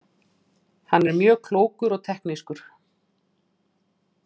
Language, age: Icelandic, 40-49